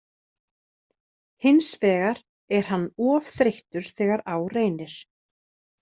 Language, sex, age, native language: Icelandic, female, 30-39, Icelandic